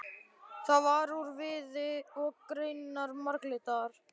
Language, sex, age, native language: Icelandic, male, 12, Icelandic